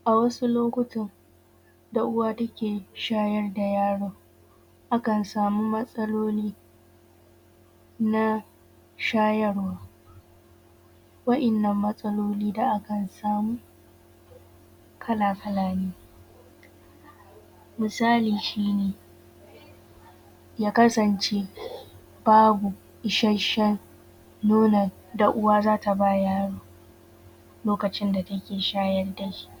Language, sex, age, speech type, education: Hausa, female, 15-29, spontaneous, tertiary